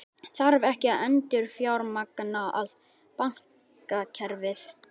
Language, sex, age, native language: Icelandic, male, 11, Icelandic